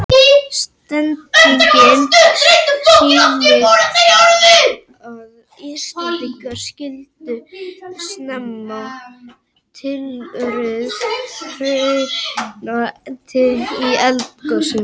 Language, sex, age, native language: Icelandic, male, 18-19, Icelandic